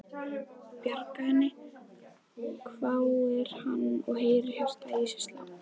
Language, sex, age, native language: Icelandic, female, 11, Icelandic